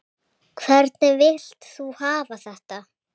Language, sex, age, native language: Icelandic, female, 7, Icelandic